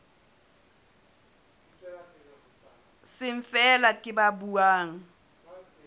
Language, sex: Southern Sotho, male